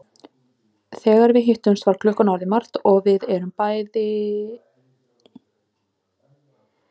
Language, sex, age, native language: Icelandic, female, 30-39, Icelandic